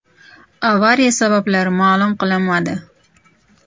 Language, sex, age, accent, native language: Uzbek, female, 35+, Toshkent shahri, Uzbek